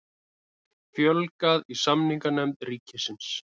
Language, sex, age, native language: Icelandic, male, 30-39, Icelandic